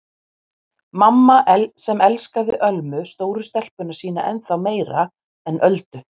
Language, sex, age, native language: Icelandic, female, 50-59, Icelandic